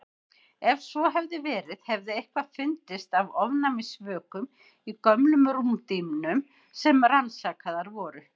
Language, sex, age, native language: Icelandic, female, 50-59, Icelandic